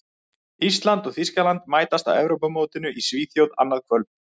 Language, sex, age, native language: Icelandic, male, 30-39, Icelandic